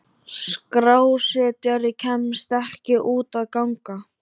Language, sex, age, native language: Icelandic, male, 12, Icelandic